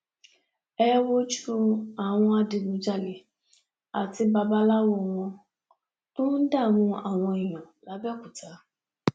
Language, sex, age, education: Yoruba, female, 15-29, tertiary